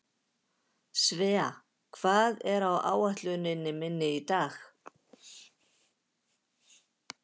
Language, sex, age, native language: Icelandic, female, 50-59, Icelandic